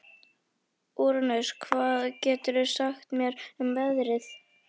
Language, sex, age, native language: Icelandic, female, 11, Icelandic